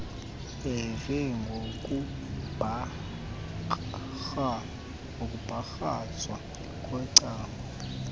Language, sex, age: Xhosa, male, 19